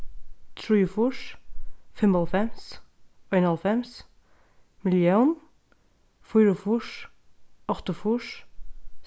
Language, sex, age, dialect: Faroese, female, 15-35, Norðurstreymoy/Eysturoy